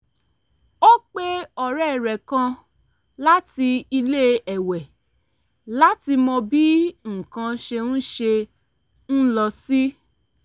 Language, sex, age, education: Yoruba, female, 30-45, tertiary